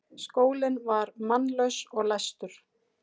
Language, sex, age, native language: Icelandic, female, 40-49, Icelandic